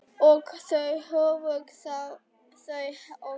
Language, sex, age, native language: Icelandic, female, 10, Icelandic